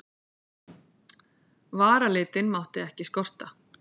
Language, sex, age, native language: Icelandic, female, 40-49, Icelandic